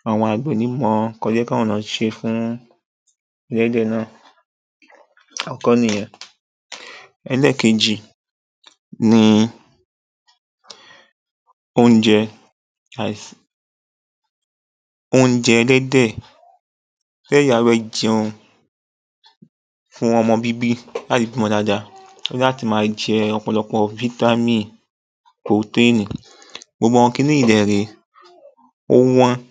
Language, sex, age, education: Yoruba, male, 15-29, tertiary